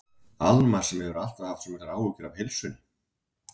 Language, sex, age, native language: Icelandic, male, 40-49, Icelandic